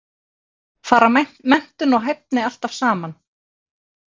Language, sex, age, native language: Icelandic, female, 50-59, Icelandic